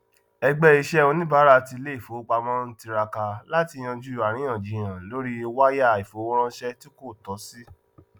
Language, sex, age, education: Yoruba, male, 30-45, tertiary